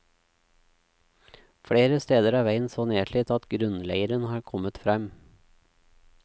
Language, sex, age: Norwegian, male, 36